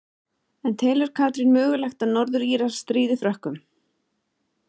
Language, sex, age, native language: Icelandic, female, 30-39, Icelandic